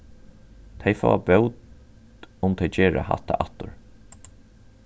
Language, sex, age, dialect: Faroese, male, 36-60, Norðurstreymoy/Eysturoy